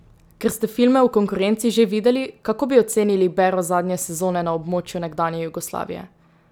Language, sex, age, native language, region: Slovenian, female, 18-29, Slovenian, Drava region